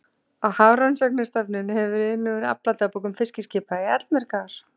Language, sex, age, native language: Icelandic, female, 40-49, Icelandic